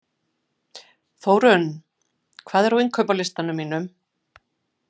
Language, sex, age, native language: Icelandic, female, 50-59, Icelandic